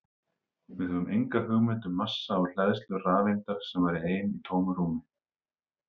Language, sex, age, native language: Icelandic, male, 30-39, Icelandic